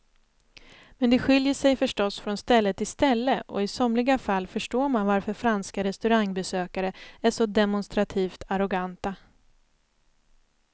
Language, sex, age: Swedish, female, 29